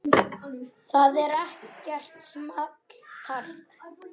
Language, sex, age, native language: Icelandic, male, 9, Icelandic